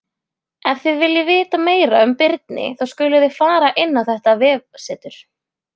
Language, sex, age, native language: Icelandic, female, 20-29, Icelandic